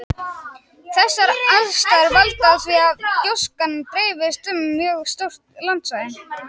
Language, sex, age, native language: Icelandic, male, 18-19, Icelandic